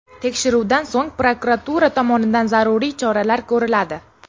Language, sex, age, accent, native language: Uzbek, female, 18-24, Namangan, Uzbek